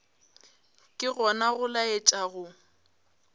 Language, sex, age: Northern Sotho, female, 22